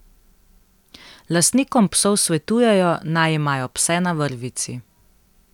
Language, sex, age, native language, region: Slovenian, female, 18-29, Slovenian, Central Slovenia